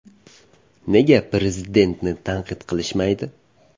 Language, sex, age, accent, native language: Uzbek, male, 18-24, Farg'ona, Uzbek